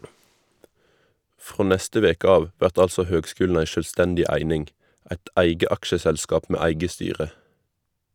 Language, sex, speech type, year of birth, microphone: Norwegian, male, read, 1991, Shure